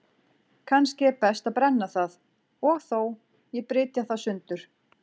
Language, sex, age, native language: Icelandic, female, 40-49, Icelandic